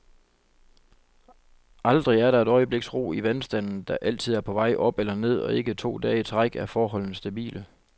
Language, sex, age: Danish, male, 25